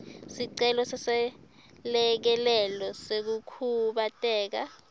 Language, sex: Swati, female